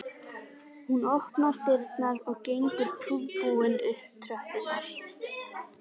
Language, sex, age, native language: Icelandic, female, 18-19, Icelandic